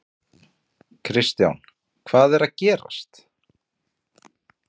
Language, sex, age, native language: Icelandic, male, 40-49, Icelandic